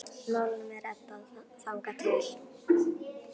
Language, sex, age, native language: Icelandic, female, 9, Icelandic